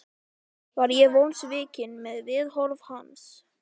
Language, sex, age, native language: Icelandic, male, 11, Icelandic